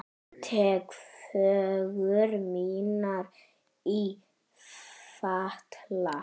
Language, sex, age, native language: Icelandic, male, 10, Icelandic